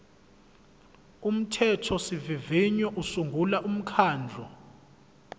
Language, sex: Zulu, male